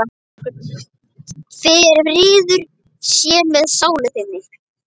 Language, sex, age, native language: Icelandic, male, 10, Icelandic